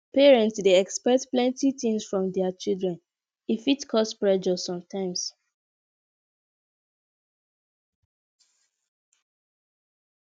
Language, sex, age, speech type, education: Nigerian Pidgin, female, 15-29, spontaneous, tertiary